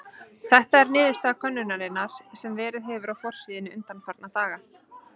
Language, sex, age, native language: Icelandic, female, 30-39, Icelandic